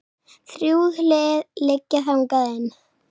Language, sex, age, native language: Icelandic, female, 7, Icelandic